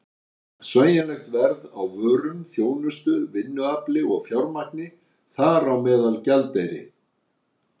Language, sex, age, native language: Icelandic, male, 60-69, Icelandic